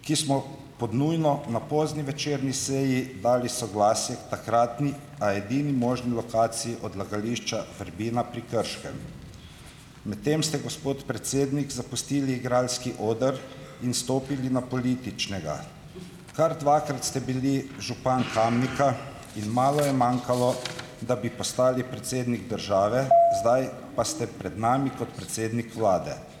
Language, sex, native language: Slovenian, male, Slovenian